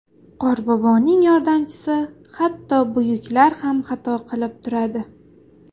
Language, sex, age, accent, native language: Uzbek, female, 19-29, Xorazm, Uzbek